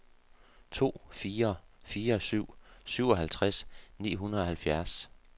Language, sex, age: Danish, male, 48